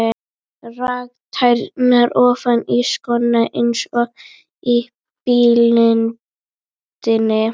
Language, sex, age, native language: Icelandic, female, 12, Icelandic